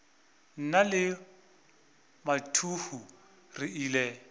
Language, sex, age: Northern Sotho, male, 24